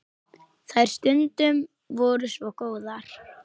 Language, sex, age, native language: Icelandic, female, 10, Icelandic